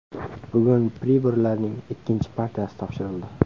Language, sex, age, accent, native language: Uzbek, male, 18-24, Namangan, Uzbek